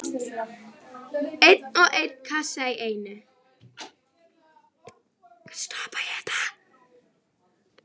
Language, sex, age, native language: Icelandic, female, 12, Icelandic